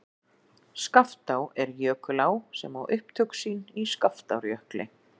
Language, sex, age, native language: Icelandic, female, 40-49, Icelandic